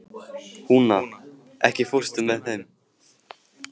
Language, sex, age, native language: Icelandic, male, 15, Icelandic